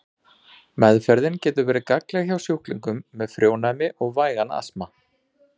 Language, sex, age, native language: Icelandic, male, 40-49, Icelandic